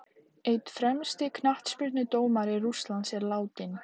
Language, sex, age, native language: Icelandic, female, 18-19, Icelandic